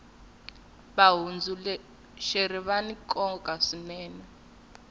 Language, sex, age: Tsonga, female, 21